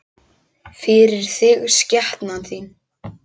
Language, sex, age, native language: Icelandic, male, 10, Icelandic